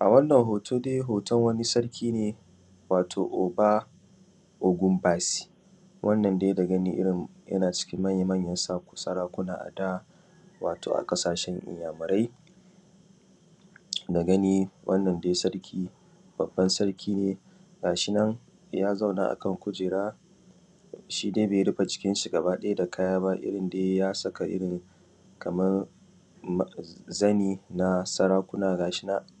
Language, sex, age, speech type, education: Hausa, male, 30-45, spontaneous, secondary